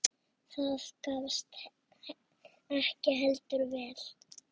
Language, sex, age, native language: Icelandic, female, 6, Icelandic